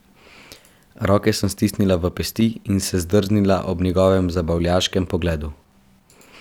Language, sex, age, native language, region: Slovenian, male, 12-17, Slovenian, Central Slovenia